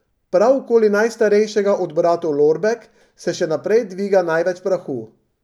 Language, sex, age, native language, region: Slovenian, male, 50-59, Slovenian, Drava region